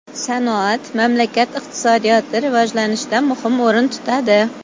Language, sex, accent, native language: Uzbek, female, Toshkent shahri, Uzbek